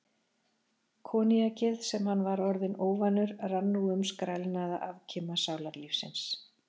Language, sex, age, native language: Icelandic, female, 40-49, Icelandic